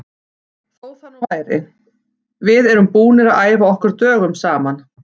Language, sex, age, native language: Icelandic, female, 40-49, Icelandic